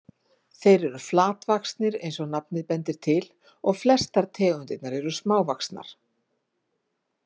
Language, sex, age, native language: Icelandic, female, 50-59, Icelandic